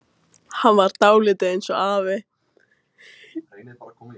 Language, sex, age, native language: Icelandic, female, 16, Icelandic